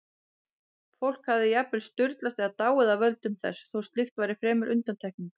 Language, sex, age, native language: Icelandic, female, 30-39, Icelandic